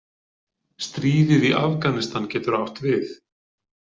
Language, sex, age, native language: Icelandic, male, 40-49, Icelandic